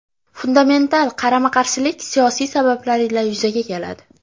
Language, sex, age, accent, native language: Uzbek, female, under 19, Farg'ona, Uzbek